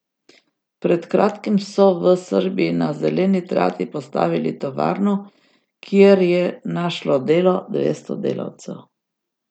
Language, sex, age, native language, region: Slovenian, female, 60+, Slovenian, Gorica region